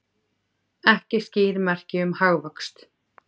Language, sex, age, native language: Icelandic, female, 30-39, Icelandic